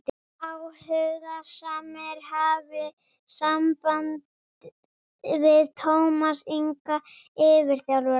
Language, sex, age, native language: Icelandic, female, 30-39, Icelandic